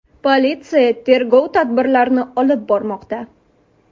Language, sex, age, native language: Uzbek, female, 18-24, Uzbek